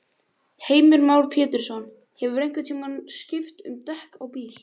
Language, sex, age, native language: Icelandic, male, 18-19, Icelandic